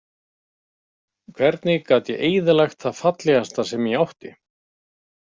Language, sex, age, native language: Icelandic, male, 50-59, Icelandic